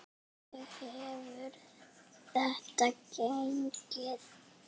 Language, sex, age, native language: Icelandic, female, 6, Icelandic